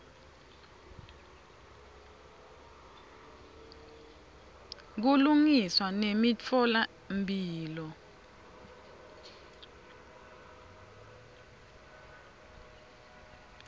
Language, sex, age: Swati, female, 26